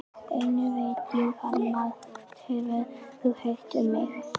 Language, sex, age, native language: Icelandic, female, 11, Icelandic